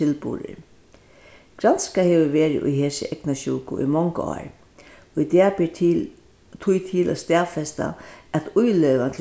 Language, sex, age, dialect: Faroese, female, 61+, Vágar